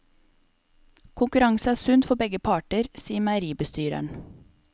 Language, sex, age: Norwegian, female, 28